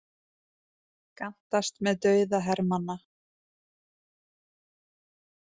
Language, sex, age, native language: Icelandic, female, 20-29, Icelandic